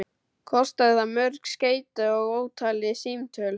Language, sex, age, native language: Icelandic, male, 12, Icelandic